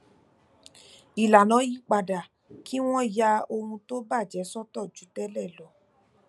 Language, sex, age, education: Yoruba, female, 15-29, tertiary